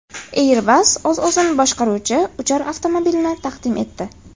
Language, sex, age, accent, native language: Uzbek, female, 18-24, Farg'ona, Uzbek